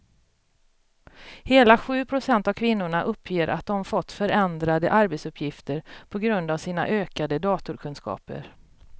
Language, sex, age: Swedish, female, 42